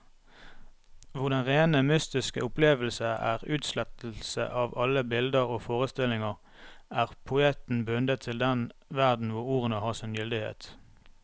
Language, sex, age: Norwegian, male, 32